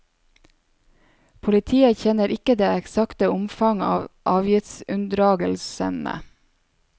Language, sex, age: Norwegian, female, 27